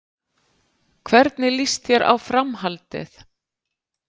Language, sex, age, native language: Icelandic, female, 50-59, Icelandic